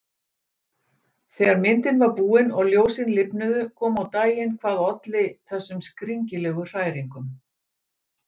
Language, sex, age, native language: Icelandic, female, 60-69, Icelandic